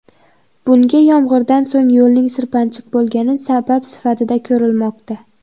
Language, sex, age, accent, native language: Uzbek, female, under 19, Xorazm, Uzbek